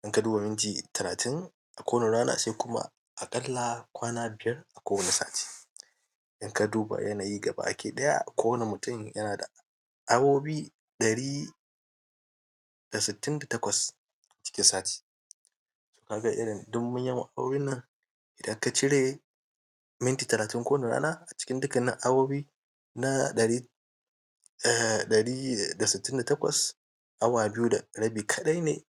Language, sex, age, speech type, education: Hausa, male, 30-45, spontaneous, primary